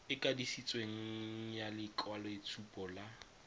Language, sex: Tswana, male